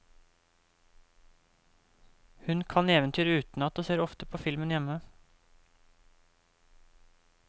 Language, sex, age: Norwegian, male, 28